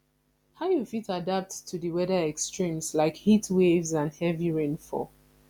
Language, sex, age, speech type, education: Nigerian Pidgin, female, 15-29, spontaneous, tertiary